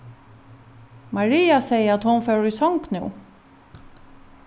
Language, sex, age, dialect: Faroese, female, 36-60, Norðuroyggjar